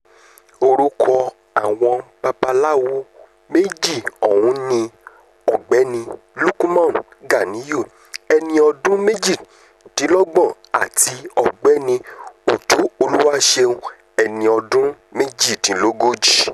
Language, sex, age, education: Yoruba, male, 30-45, tertiary